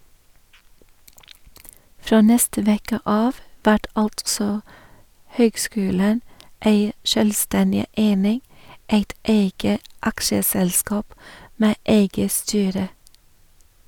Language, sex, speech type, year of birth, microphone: Norwegian, female, read, 1961, Sennheiser